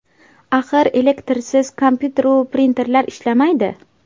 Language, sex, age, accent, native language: Uzbek, female, 18-24, Toshkent viloyati, Uzbek